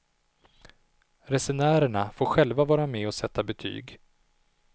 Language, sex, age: Swedish, male, 37